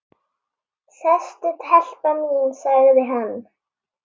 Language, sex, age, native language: Icelandic, female, 8, Icelandic